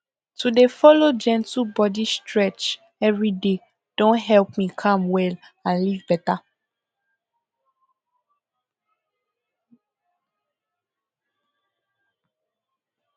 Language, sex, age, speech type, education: Nigerian Pidgin, female, 15-29, spontaneous, tertiary